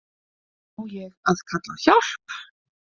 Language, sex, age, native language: Icelandic, female, 30-39, Icelandic